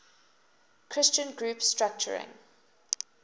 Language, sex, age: English, female, 19